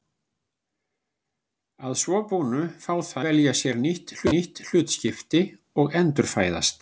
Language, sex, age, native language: Icelandic, male, 60-69, Icelandic